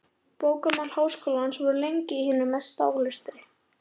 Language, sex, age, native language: Icelandic, female, 11, Icelandic